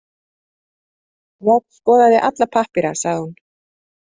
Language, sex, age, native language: Icelandic, female, 30-39, Icelandic